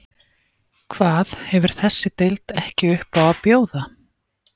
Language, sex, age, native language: Icelandic, female, 40-49, Icelandic